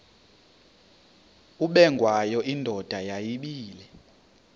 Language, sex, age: Xhosa, male, 33